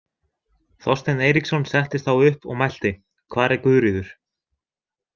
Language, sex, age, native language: Icelandic, male, 20-29, Icelandic